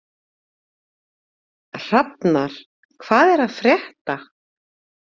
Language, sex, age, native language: Icelandic, female, 40-49, Icelandic